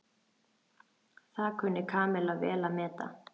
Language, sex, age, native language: Icelandic, female, 13, Icelandic